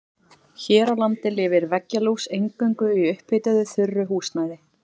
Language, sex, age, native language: Icelandic, female, 40-49, Icelandic